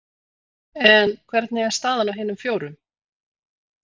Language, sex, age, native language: Icelandic, female, 40-49, Icelandic